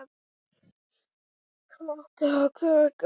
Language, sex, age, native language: Icelandic, male, 12, Icelandic